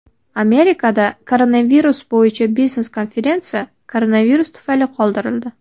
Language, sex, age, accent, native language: Uzbek, female, 19-29, Navoiy, Uzbek